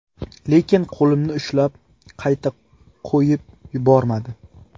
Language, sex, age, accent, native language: Uzbek, male, 18-24, Qashqadaryo, Uzbek